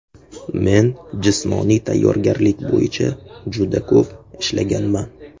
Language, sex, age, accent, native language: Uzbek, male, 18-24, Qashqadaryo, Uzbek